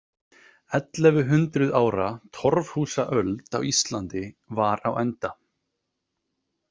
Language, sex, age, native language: Icelandic, male, 30-39, Icelandic